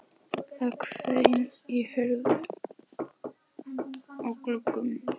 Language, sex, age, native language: Icelandic, female, 11, Icelandic